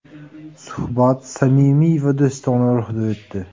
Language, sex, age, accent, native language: Uzbek, male, 18-24, Buxoro, Uzbek